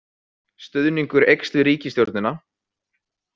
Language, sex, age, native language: Icelandic, male, 20-29, Icelandic